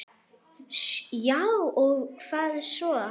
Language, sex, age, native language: Icelandic, female, 10, Arabic